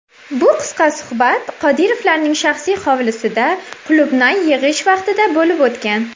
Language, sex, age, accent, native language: Uzbek, female, 19-29, Farg'ona, Uzbek